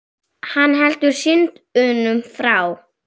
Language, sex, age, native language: Icelandic, female, 7, Icelandic